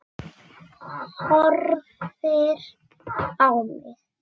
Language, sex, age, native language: Icelandic, female, 6, Icelandic